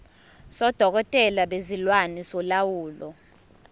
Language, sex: Zulu, female